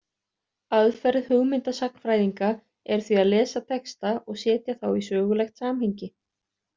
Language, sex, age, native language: Icelandic, other, 30-39, Icelandic